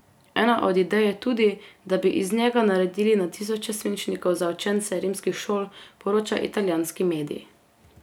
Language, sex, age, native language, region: Slovenian, female, 18-29, Slovenian, Carinthia region